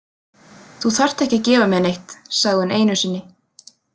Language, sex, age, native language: Icelandic, female, 30-39, Icelandic